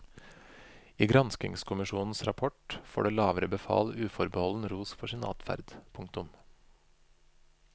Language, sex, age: Norwegian, male, 25